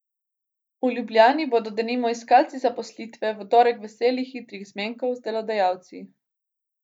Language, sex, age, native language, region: Slovenian, female, 18-29, Slovenian, Gorica region